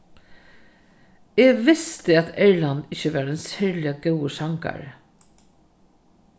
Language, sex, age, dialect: Faroese, female, 36-60, Norðurstreymoy/Eysturoy